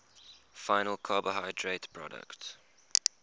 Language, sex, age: English, male, 21